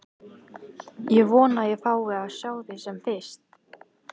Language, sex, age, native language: Icelandic, female, 14, Icelandic